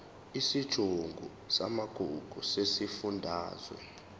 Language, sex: Zulu, male